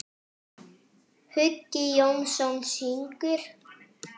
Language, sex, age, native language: Icelandic, male, 8, French